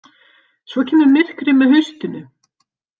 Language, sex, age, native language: Icelandic, female, 50-59, Icelandic